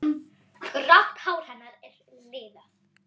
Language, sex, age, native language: Icelandic, female, 10, Icelandic